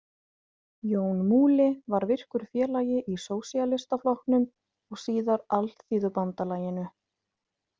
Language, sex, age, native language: Icelandic, female, 30-39, Icelandic